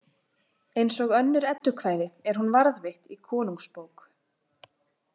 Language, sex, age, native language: Icelandic, female, 20-29, Icelandic